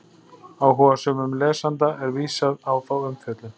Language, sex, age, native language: Icelandic, male, 40-49, Icelandic